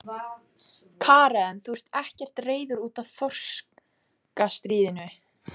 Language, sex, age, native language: Icelandic, female, 14, Icelandic